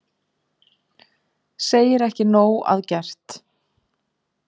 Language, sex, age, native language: Icelandic, female, 50-59, Icelandic